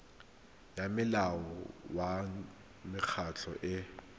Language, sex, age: Tswana, male, 23